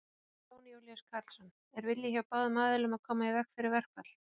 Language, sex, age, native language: Icelandic, female, 40-49, Icelandic